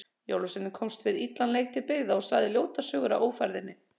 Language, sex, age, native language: Icelandic, female, 30-39, Icelandic